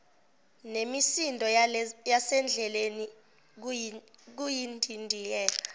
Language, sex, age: Zulu, female, 17